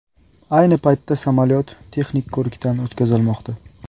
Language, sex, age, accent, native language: Uzbek, male, 18-24, Qashqadaryo, Uzbek